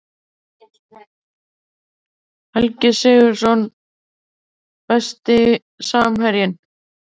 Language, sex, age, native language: Icelandic, female, 30-39, Icelandic